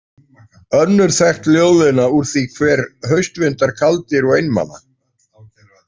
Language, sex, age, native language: Icelandic, male, 40-49, Icelandic